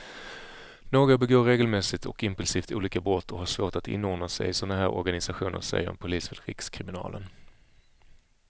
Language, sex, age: Swedish, male, 35